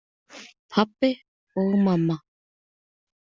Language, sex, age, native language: Icelandic, female, 30-39, Icelandic